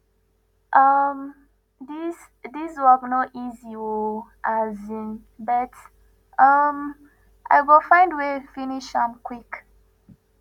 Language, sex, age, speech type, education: Nigerian Pidgin, female, 15-29, spontaneous, tertiary